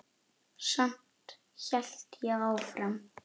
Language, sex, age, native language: Icelandic, female, 8, Icelandic